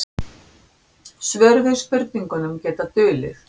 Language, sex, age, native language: Icelandic, female, 60-69, Icelandic